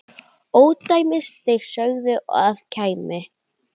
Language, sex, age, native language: Icelandic, female, 10, Icelandic